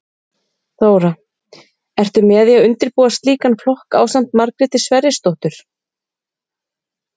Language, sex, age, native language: Icelandic, female, 30-39, Icelandic